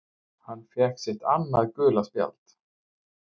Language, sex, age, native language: Icelandic, male, 50-59, Icelandic